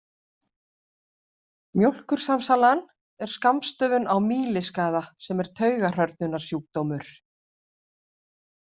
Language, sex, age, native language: Icelandic, female, 50-59, Icelandic